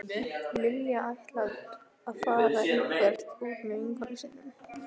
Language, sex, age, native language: Icelandic, female, 14, Icelandic